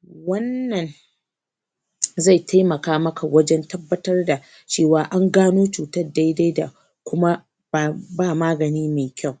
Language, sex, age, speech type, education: Hausa, female, 30-45, spontaneous, tertiary